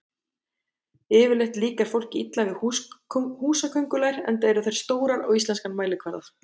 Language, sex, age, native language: Icelandic, female, 30-39, Icelandic